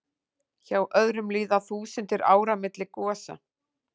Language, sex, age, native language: Icelandic, female, 40-49, Icelandic